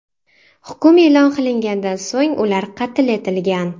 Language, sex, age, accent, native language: Uzbek, female, 12-17, Sirdaryo, Uzbek